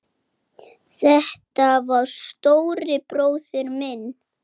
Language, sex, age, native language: Icelandic, male, 8, Icelandic